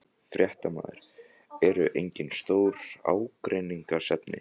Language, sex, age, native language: Icelandic, other, 14, Icelandic